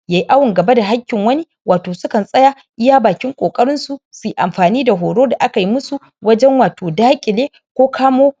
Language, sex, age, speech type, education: Hausa, female, 30-45, spontaneous, tertiary